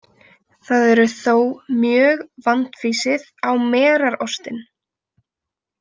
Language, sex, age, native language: Icelandic, female, 20-29, Icelandic